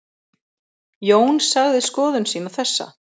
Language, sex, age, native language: Icelandic, female, 30-39, Icelandic